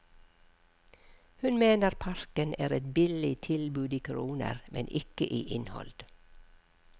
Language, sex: Norwegian, female